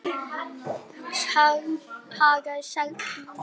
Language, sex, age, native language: Icelandic, male, 9, Icelandic